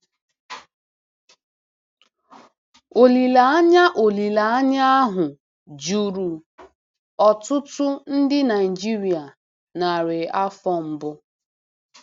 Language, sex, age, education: Igbo, female, 15-29, tertiary